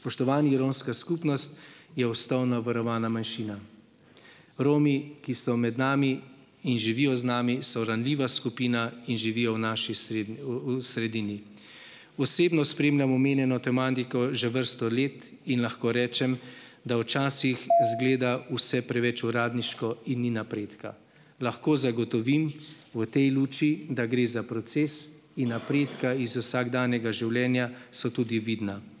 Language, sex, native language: Slovenian, male, Slovenian